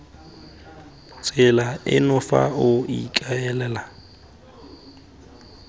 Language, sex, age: Tswana, male, 20